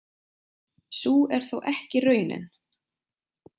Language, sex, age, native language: Icelandic, female, 20-29, Icelandic